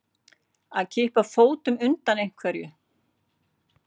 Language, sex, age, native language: Icelandic, female, 40-49, Icelandic